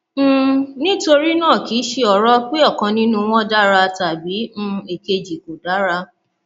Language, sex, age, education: Yoruba, female, 30-45, tertiary